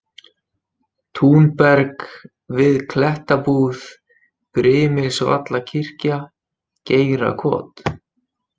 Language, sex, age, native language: Icelandic, male, 20-29, Icelandic